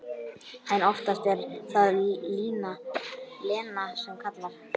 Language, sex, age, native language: Icelandic, male, 12, Icelandic